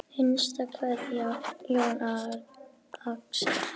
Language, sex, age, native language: Icelandic, female, 9, Icelandic